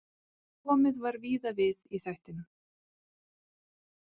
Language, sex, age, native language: Icelandic, female, 40-49, Icelandic